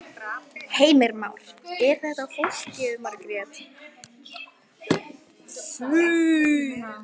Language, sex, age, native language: Icelandic, female, 12, Icelandic